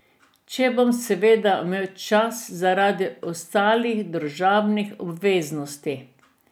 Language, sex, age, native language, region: Slovenian, female, 60+, Slovenian, Drava region